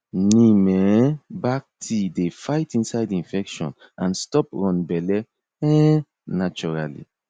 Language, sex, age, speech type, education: Nigerian Pidgin, male, 30-45, spontaneous, tertiary